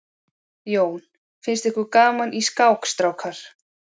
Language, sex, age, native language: Icelandic, female, 40-49, Icelandic